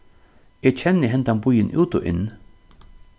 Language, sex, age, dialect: Faroese, male, 36-60, Suðurstreymoy